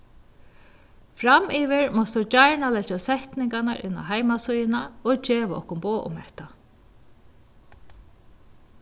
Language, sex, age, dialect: Faroese, female, 36-60, Vágar